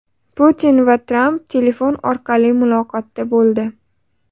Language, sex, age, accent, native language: Uzbek, female, 18-24, Sirdaryo, Uzbek